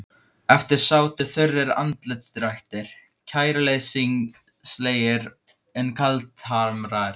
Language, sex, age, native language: Icelandic, male, 15, Icelandic